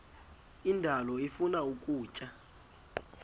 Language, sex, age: Xhosa, male, 19